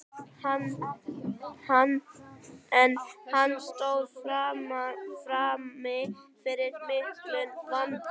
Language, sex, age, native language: Icelandic, female, 18-19, Icelandic